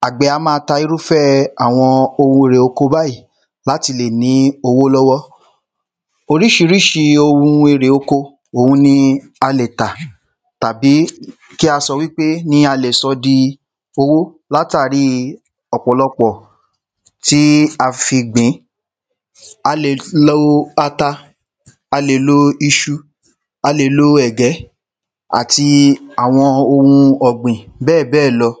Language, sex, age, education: Yoruba, male, 15-29, tertiary